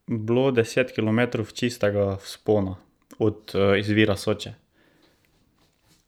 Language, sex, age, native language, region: Slovenian, male, 18-29, Slovenian, Drava region